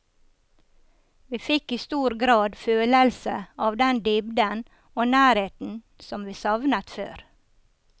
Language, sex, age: Norwegian, female, 54